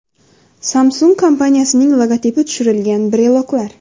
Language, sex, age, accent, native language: Uzbek, female, 19-29, Xorazm, Uzbek